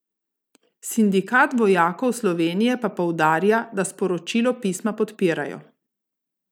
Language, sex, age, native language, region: Slovenian, female, 30-49, Slovenian, Gorica region